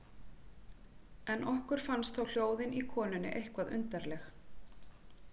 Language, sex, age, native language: Icelandic, female, 40-49, Icelandic